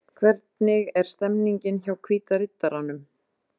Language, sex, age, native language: Icelandic, female, 30-39, Icelandic